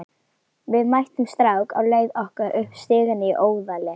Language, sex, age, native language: Icelandic, female, 11, Icelandic